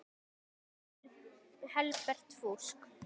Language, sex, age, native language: Icelandic, female, 10, Icelandic